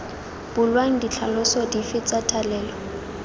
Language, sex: Tswana, female